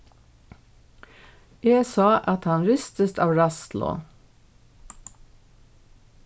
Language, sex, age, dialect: Faroese, female, 36-60, Norðurstreymoy/Eysturoy